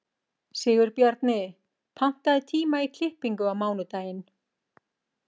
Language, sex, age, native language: Icelandic, female, 40-49, Icelandic